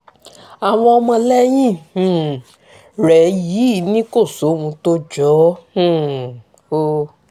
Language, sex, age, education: Yoruba, female, 15-29, tertiary